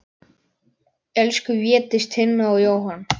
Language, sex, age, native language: Icelandic, male, 10, Icelandic